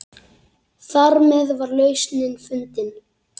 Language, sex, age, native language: Icelandic, female, 8, Icelandic